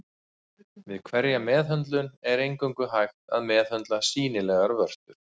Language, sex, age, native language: Icelandic, male, 40-49, Icelandic